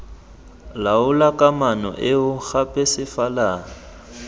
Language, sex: Tswana, male